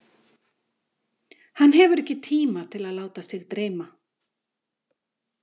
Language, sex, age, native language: Icelandic, female, 50-59, Icelandic